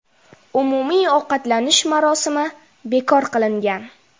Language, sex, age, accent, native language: Uzbek, female, 12-17, Jizzax, Uzbek